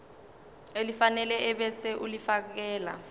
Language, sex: Zulu, female